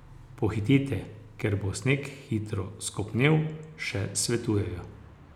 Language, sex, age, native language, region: Slovenian, male, 60+, Slovenian, Posavska region